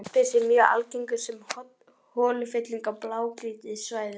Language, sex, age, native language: Icelandic, male, 11, Icelandic